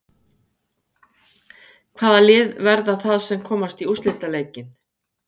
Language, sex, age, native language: Icelandic, female, 50-59, Icelandic